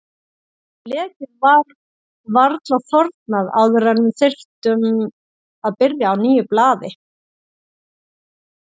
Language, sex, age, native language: Icelandic, female, 40-49, Icelandic